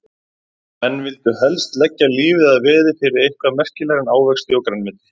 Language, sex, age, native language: Icelandic, male, 30-39, Icelandic